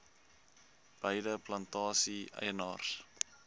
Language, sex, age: Afrikaans, male, 20